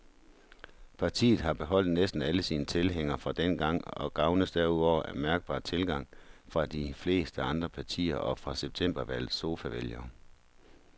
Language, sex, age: Danish, male, 43